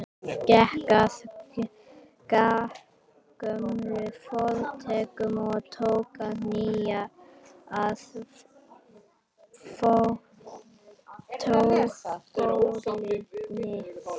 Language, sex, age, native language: Icelandic, female, 11, Icelandic